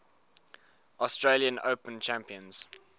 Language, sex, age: English, male, 19